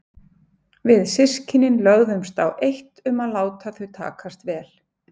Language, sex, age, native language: Icelandic, female, 50-59, Icelandic